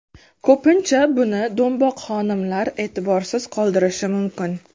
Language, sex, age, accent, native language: Uzbek, female, 19-29, Qashqadaryo, Uzbek